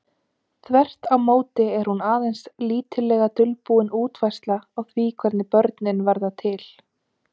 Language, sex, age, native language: Icelandic, female, 30-39, Icelandic